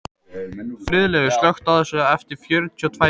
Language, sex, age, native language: Icelandic, male, 18-19, Icelandic